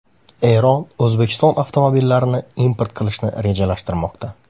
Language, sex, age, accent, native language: Uzbek, male, 25-34, Xorazm, Uzbek